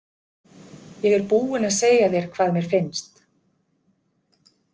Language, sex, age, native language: Icelandic, female, 50-59, Icelandic